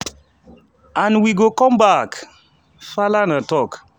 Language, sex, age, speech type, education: Nigerian Pidgin, male, 30-45, spontaneous, tertiary